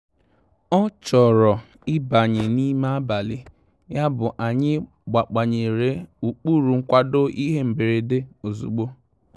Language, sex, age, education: Igbo, male, 15-29, tertiary